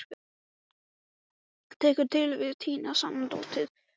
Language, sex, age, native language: Icelandic, male, 12, Icelandic